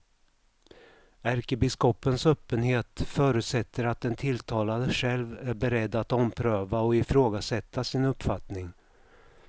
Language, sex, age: Swedish, male, 55